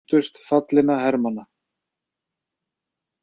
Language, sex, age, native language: Icelandic, male, 30-39, Icelandic